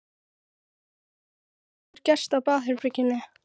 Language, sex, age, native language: Icelandic, female, 13, Icelandic